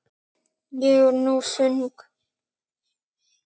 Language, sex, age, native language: Icelandic, male, 9, Icelandic